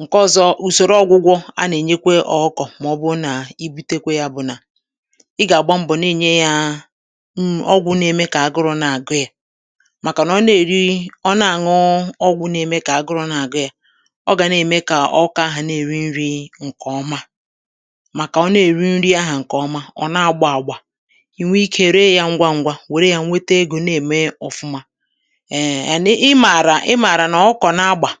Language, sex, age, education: Igbo, female, 30-45, tertiary